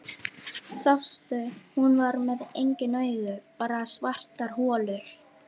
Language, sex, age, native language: Icelandic, female, 13, Icelandic